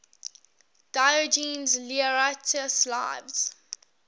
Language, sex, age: English, female, 18